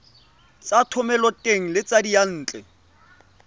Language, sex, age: Tswana, male, 25